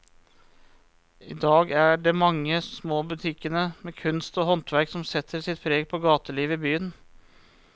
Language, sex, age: Norwegian, male, 34